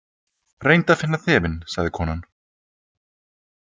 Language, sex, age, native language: Icelandic, male, 20-29, Icelandic